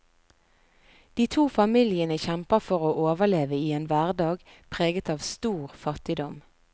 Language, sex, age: Norwegian, female, 41